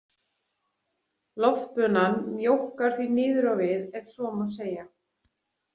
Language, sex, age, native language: Icelandic, female, 40-49, Icelandic